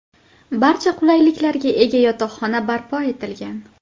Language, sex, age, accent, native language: Uzbek, female, 18-24, Andijon, Uzbek